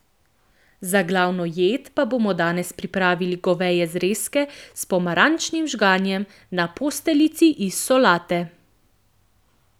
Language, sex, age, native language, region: Slovenian, female, 18-29, Slovenian, Central Slovenia